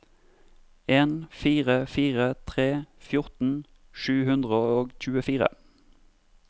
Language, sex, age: Norwegian, male, 32